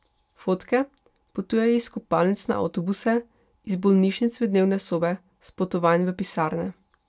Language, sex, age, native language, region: Slovenian, female, 18-29, Slovenian, Pomurje region